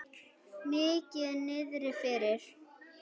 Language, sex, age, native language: Icelandic, female, 10, Icelandic